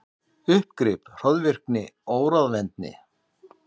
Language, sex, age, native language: Icelandic, male, 60-69, Icelandic